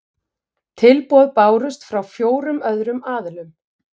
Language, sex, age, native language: Icelandic, female, 50-59, Icelandic